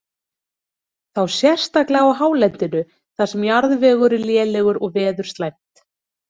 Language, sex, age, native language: Icelandic, female, 30-39, Icelandic